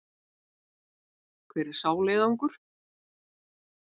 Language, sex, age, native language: Icelandic, female, 70-79, Icelandic